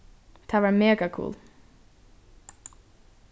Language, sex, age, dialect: Faroese, female, 15-35, Norðurstreymoy/Eysturoy